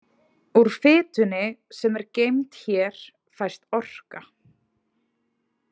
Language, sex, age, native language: Icelandic, female, 30-39, Icelandic